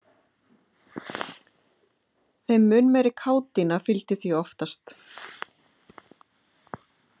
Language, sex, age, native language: Icelandic, female, 50-59, Icelandic